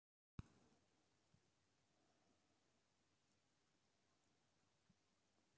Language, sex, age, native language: Icelandic, male, 60-69, Icelandic